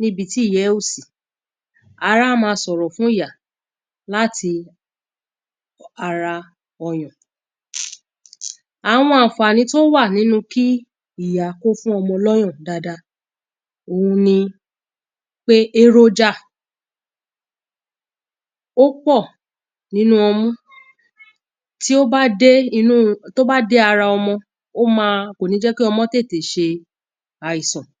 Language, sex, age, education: Yoruba, female, 30-45, tertiary